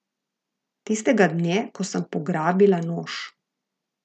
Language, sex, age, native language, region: Slovenian, female, 50-59, Slovenian, Gorica region